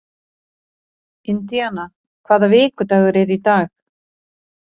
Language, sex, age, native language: Icelandic, female, 40-49, Icelandic